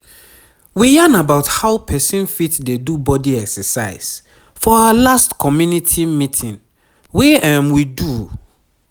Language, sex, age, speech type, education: Nigerian Pidgin, male, 30-45, spontaneous, tertiary